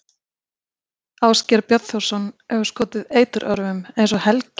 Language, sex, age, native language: Icelandic, female, 50-59, Icelandic